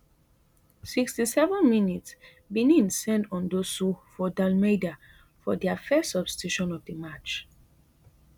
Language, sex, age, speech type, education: Nigerian Pidgin, female, 30-45, spontaneous, tertiary